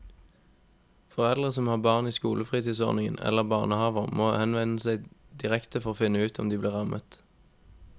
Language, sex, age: Norwegian, male, 21